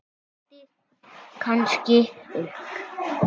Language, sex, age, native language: Icelandic, female, 7, Icelandic